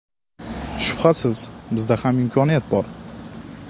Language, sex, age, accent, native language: Uzbek, male, 18-24, Andijon, Uzbek